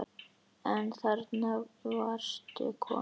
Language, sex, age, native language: Icelandic, female, 10, Icelandic